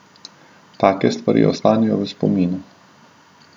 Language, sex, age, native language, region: Slovenian, male, 30-49, Slovenian, Southeast Slovenia